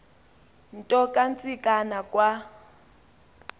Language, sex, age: Xhosa, female, 20